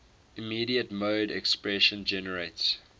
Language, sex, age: English, male, 18